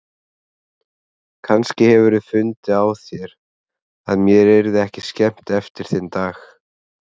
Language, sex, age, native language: Icelandic, male, 30-39, Icelandic